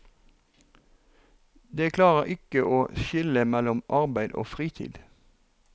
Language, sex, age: Norwegian, male, 43